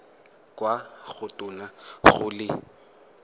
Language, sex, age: Tswana, male, 18